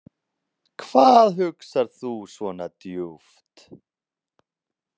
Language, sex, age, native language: Icelandic, male, 30-39, Icelandic